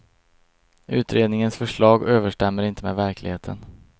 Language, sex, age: Swedish, male, 22